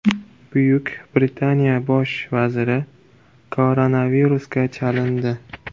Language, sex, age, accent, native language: Uzbek, male, 18-24, Jizzax, Uzbek